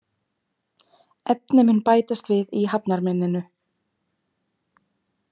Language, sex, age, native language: Icelandic, female, 20-29, Icelandic